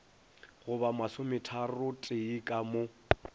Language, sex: Northern Sotho, male